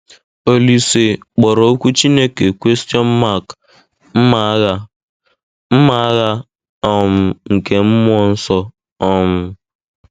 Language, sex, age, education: Igbo, male, 15-29, tertiary